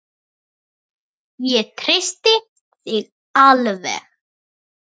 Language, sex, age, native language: Icelandic, male, 9, Icelandic